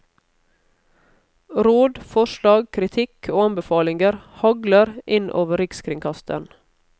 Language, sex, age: Norwegian, female, 31